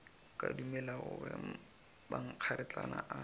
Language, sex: Northern Sotho, male